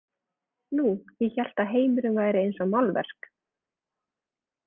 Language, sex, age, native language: Icelandic, female, 20-29, Icelandic